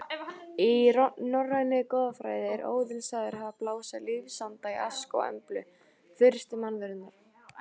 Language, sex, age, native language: Icelandic, female, 18-19, Icelandic